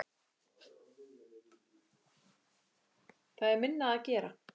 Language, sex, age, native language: Icelandic, female, 8, Icelandic